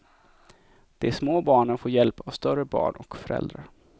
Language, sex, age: Swedish, male, 24